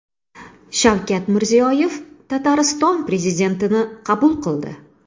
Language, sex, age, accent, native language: Uzbek, female, 35+, Toshkent shahri, Uzbek